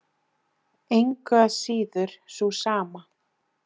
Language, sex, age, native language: Icelandic, female, 20-29, Icelandic